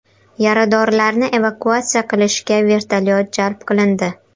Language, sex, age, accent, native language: Uzbek, female, 12-17, Qashqadaryo, Uzbek